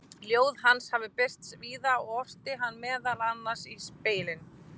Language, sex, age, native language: Icelandic, female, 20-29, Icelandic